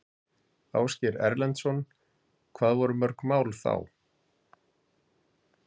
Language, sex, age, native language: Icelandic, male, 50-59, Icelandic